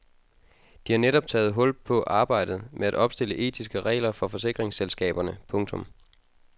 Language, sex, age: Danish, male, 22